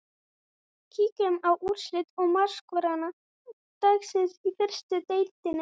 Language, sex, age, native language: Icelandic, female, 20-29, Icelandic